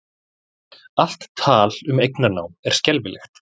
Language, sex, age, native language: Icelandic, male, 40-49, Icelandic